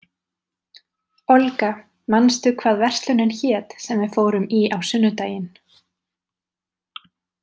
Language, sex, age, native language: Icelandic, female, 30-39, Icelandic